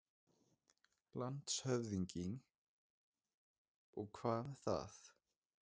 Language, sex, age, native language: Icelandic, male, 20-29, Icelandic